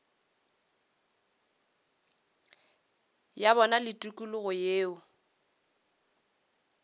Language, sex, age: Northern Sotho, female, 26